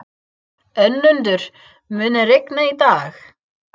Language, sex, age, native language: Icelandic, female, 30-39, English